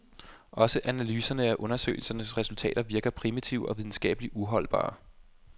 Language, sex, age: Danish, male, 25